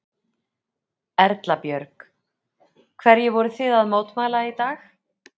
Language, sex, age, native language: Icelandic, female, 40-49, Icelandic